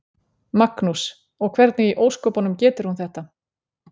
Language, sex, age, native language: Icelandic, female, 40-49, Icelandic